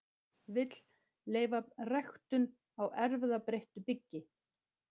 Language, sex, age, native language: Icelandic, female, 50-59, Icelandic